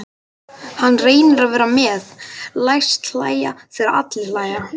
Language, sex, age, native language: Icelandic, male, 12, Icelandic